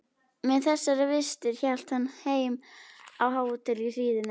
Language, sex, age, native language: Icelandic, female, 12, Icelandic